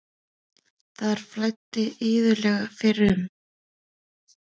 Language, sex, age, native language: Icelandic, female, 30-39, Icelandic